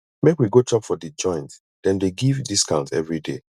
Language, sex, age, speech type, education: Nigerian Pidgin, male, 30-45, spontaneous, tertiary